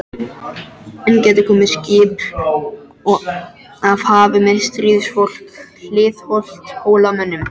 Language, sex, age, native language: Icelandic, other, 13, French